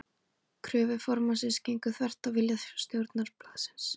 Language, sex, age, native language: Icelandic, female, 18-19, Icelandic